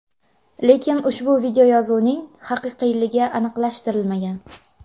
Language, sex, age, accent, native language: Uzbek, female, under 19, Namangan, Uzbek